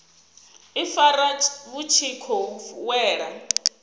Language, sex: Venda, female